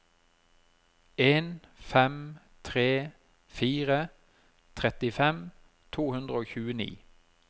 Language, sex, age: Norwegian, male, 33